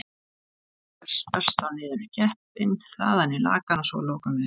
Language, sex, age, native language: Icelandic, female, 40-49, Icelandic